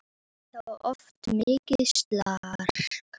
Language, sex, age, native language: Icelandic, male, 8, Icelandic